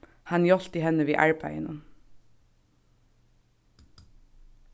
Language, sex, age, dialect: Faroese, female, 15-35, Suðurstreymoy